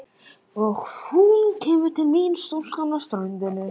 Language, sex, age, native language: Icelandic, male, 11, Icelandic